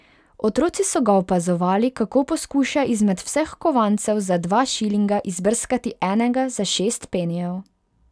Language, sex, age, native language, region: Slovenian, female, 18-29, Hungarian, Pomurje region